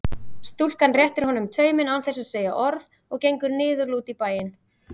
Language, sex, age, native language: Icelandic, female, 30-39, Icelandic